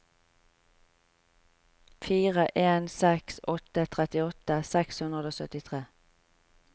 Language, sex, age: Norwegian, female, 45